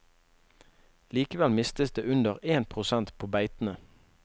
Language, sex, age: Norwegian, male, 21